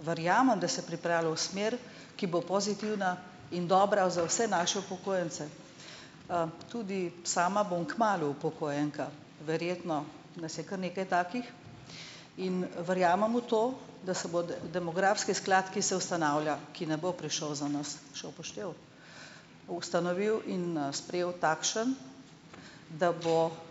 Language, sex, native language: Slovenian, female, Slovenian